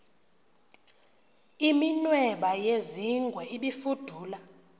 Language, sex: Xhosa, female